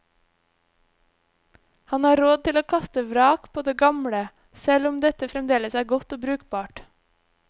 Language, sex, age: Norwegian, female, 26